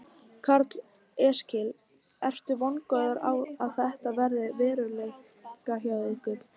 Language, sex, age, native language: Icelandic, female, 18-19, Icelandic